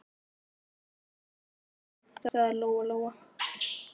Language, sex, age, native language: Icelandic, female, 13, Icelandic